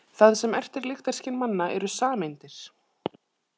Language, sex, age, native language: Icelandic, female, 30-39, Icelandic